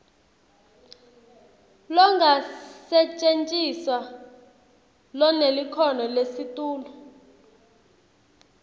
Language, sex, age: Swati, female, 20